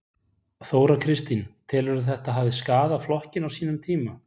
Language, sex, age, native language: Icelandic, male, 40-49, Icelandic